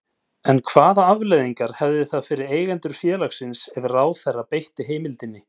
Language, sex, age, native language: Icelandic, male, 40-49, Icelandic